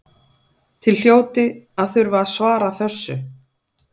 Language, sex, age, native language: Icelandic, female, 40-49, Icelandic